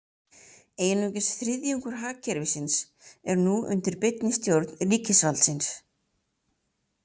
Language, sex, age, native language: Icelandic, female, 30-39, Icelandic